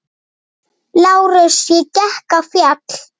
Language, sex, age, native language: Icelandic, male, 8, Icelandic